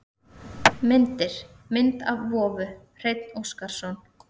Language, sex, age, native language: Icelandic, female, 30-39, Icelandic